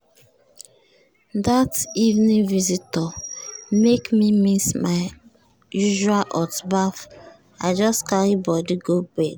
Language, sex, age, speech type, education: Nigerian Pidgin, female, 30-45, spontaneous, tertiary